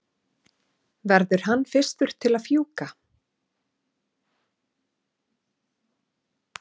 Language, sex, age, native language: Icelandic, female, 40-49, Icelandic